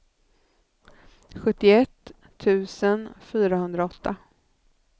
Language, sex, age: Swedish, female, 39